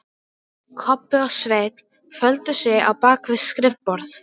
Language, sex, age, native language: Icelandic, female, 12, Icelandic